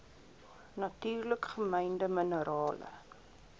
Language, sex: Afrikaans, female